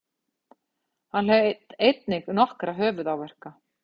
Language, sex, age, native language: Icelandic, female, 50-59, Icelandic